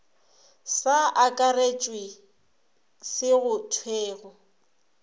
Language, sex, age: Northern Sotho, female, 26